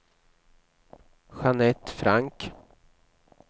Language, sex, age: Swedish, male, 29